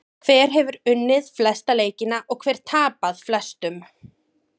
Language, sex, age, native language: Icelandic, female, 30-39, Icelandic